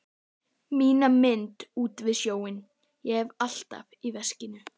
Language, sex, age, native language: Icelandic, female, 12, Icelandic